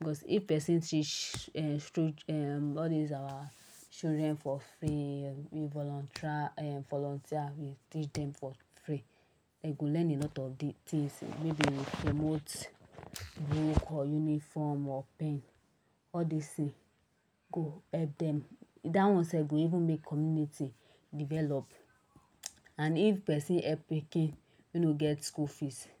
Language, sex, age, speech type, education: Nigerian Pidgin, female, 60+, spontaneous, tertiary